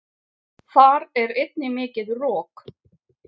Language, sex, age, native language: Icelandic, female, 50-59, Icelandic